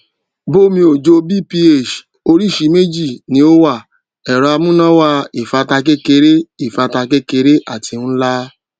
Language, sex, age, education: Yoruba, male, 30-45, tertiary